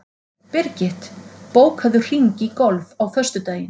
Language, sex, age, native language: Icelandic, female, 40-49, Icelandic